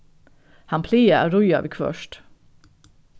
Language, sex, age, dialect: Faroese, female, 36-60, Norðuroyggjar